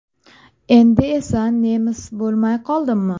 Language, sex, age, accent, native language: Uzbek, female, 25-34, Toshkent viloyati, Uzbek